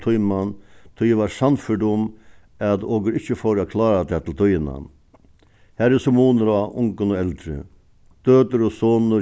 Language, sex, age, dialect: Faroese, male, 61+, Suðuroy